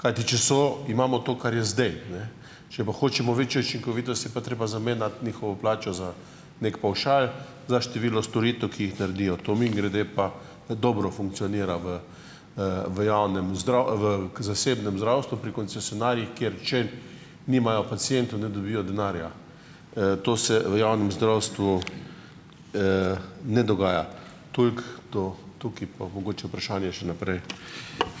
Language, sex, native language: Slovenian, male, Slovenian